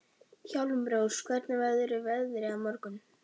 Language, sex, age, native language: Icelandic, female, 12, Icelandic